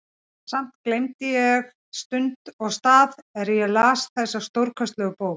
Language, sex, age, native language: Icelandic, female, 40-49, Icelandic